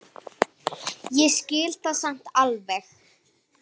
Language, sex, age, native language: Icelandic, female, 9, Icelandic